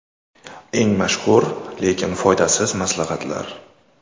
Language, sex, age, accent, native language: Uzbek, male, 19-29, Toshkent shahri, Uzbek